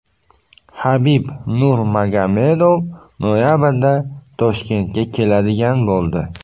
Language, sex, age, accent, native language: Uzbek, male, 18-24, Buxoro, Uzbek